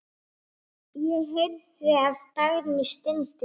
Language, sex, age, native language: Icelandic, male, 8, Icelandic